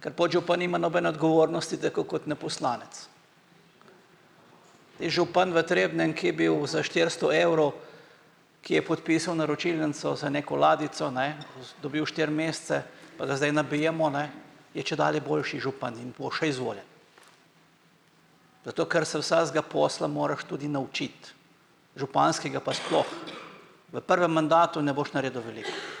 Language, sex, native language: Slovenian, male, Slovenian